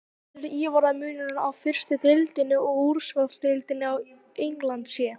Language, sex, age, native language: Icelandic, female, 18-19, Icelandic